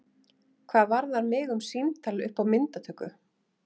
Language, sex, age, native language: Icelandic, female, 30-39, Icelandic